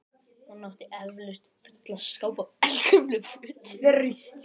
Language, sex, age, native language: Icelandic, male, 12, Icelandic